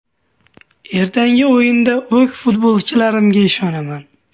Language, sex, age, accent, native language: Uzbek, male, 18-24, Andijon, Uzbek